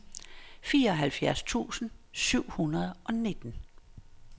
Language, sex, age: Danish, female, 59